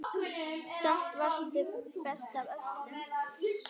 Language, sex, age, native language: Icelandic, female, 9, Icelandic